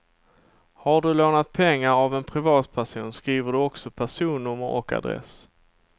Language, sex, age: Swedish, male, 27